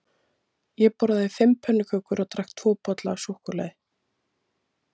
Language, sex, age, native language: Icelandic, female, 30-39, Icelandic